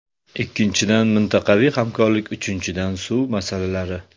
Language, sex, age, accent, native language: Uzbek, male, 25-34, Samarqand, Uzbek